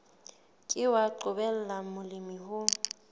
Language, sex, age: Southern Sotho, female, 19